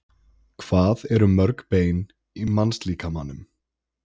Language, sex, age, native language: Icelandic, male, 20-29, Icelandic